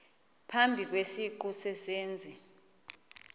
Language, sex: Xhosa, female